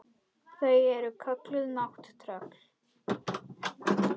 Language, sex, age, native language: Icelandic, female, 21, Icelandic